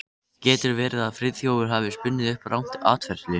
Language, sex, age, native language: Icelandic, other, 13, Icelandic